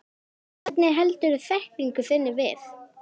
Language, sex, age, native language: Icelandic, female, 10, Icelandic